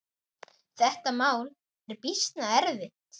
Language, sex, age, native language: Icelandic, male, 9, Icelandic